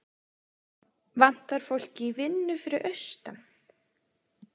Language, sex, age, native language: Icelandic, female, 20-29, Icelandic